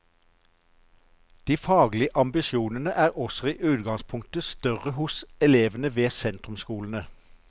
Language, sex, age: Norwegian, male, 54